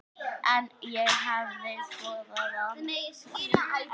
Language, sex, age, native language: Icelandic, female, 9, Icelandic